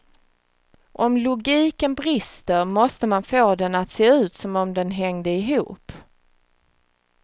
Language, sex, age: Swedish, female, 36